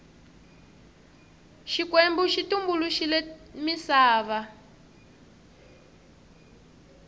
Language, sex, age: Tsonga, female, 23